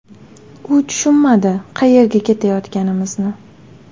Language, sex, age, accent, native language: Uzbek, female, 18-24, Toshkent shahri, Uzbek